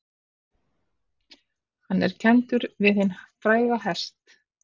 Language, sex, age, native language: Icelandic, female, 40-49, Icelandic